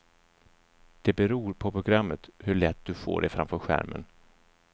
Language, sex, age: Swedish, male, 34